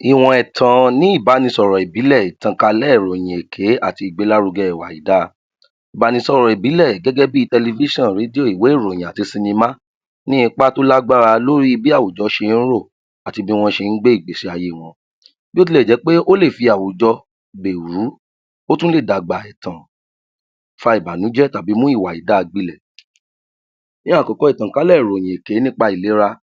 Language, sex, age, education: Yoruba, male, 30-45, tertiary